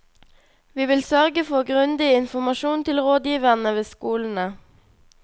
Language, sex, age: Norwegian, female, 21